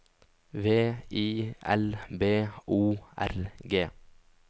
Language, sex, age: Norwegian, male, 19